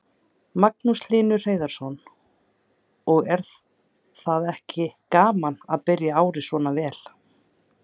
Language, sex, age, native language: Icelandic, female, 30-39, Icelandic